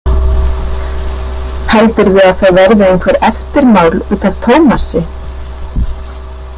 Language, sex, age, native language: Icelandic, female, 30-39, Icelandic